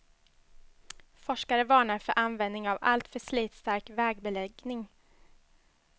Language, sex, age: Swedish, female, 21